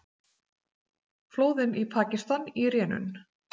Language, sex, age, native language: Icelandic, female, 40-49, Icelandic